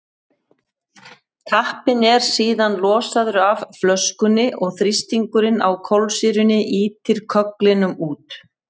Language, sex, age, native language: Icelandic, female, 50-59, Icelandic